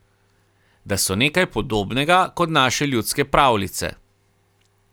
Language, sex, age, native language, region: Slovenian, male, 30-49, Slovenian, Carinthia region